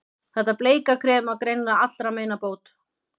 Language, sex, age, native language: Icelandic, female, 30-39, Icelandic